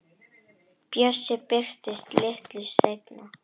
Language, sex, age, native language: Icelandic, female, 10, Icelandic